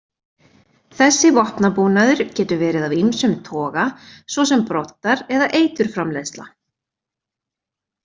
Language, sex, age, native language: Icelandic, female, 20-29, Icelandic